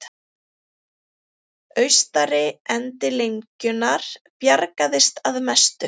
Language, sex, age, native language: Icelandic, female, 30-39, Icelandic